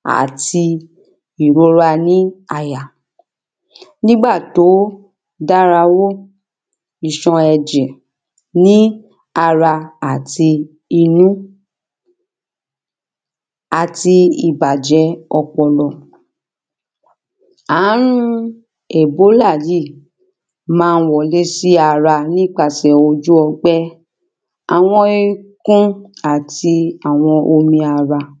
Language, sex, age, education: Yoruba, female, 30-45, primary